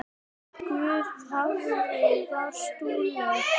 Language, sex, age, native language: Icelandic, male, 9, Icelandic